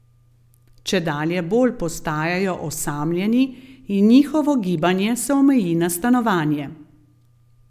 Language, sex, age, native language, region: Slovenian, female, 50-59, Slovenian, Gorenjska region